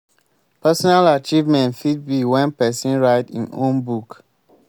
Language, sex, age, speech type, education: Nigerian Pidgin, male, 15-29, spontaneous, tertiary